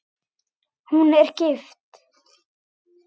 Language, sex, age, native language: Icelandic, male, 8, Icelandic